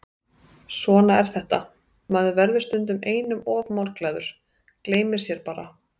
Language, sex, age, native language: Icelandic, female, 30-39, Icelandic